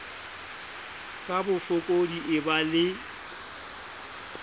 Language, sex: Southern Sotho, male